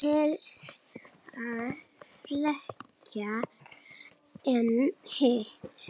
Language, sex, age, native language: Icelandic, female, 7, Icelandic